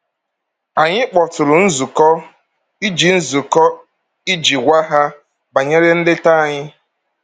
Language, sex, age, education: Igbo, male, 30-45, tertiary